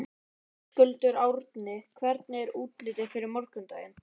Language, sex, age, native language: Icelandic, male, 13, Icelandic